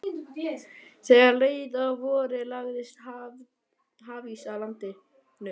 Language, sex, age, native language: Icelandic, male, 12, Icelandic